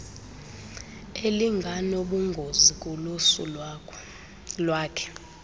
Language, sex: Xhosa, female